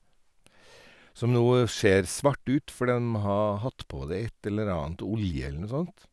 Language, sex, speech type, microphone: Norwegian, male, spontaneous, Sennheiser